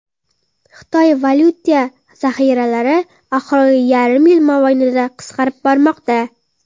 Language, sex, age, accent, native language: Uzbek, female, under 19, Qoraqalpog'iston, Karakalpak